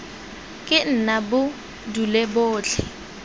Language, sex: Tswana, female